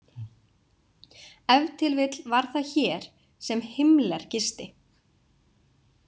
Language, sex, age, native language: Icelandic, female, 20-29, Icelandic